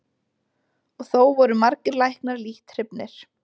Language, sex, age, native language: Icelandic, female, 20-29, Icelandic